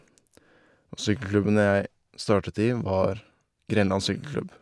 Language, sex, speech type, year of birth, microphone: Norwegian, male, spontaneous, 1990, Shure